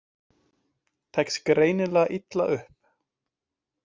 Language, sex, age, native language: Icelandic, male, 20-29, Icelandic